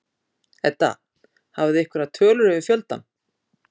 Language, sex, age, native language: Icelandic, female, 50-59, Icelandic